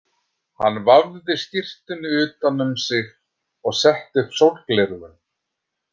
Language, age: Icelandic, 50-59